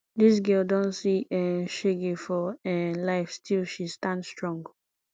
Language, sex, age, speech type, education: Nigerian Pidgin, female, 15-29, spontaneous, tertiary